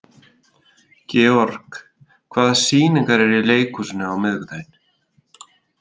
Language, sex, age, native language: Icelandic, male, 30-39, Icelandic